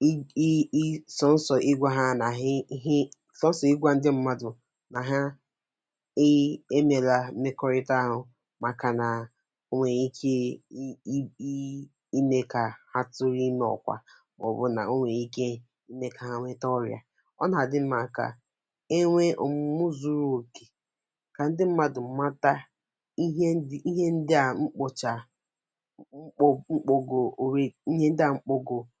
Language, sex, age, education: Igbo, female, 15-29, tertiary